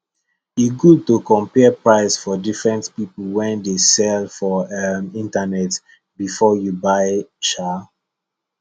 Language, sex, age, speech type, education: Nigerian Pidgin, male, 15-29, spontaneous, tertiary